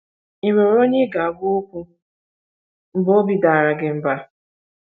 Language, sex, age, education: Igbo, female, 15-29, tertiary